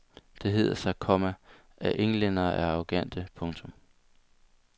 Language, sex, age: Danish, male, 22